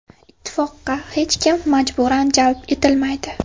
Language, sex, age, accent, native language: Uzbek, female, 18-24, Farg'ona, Uzbek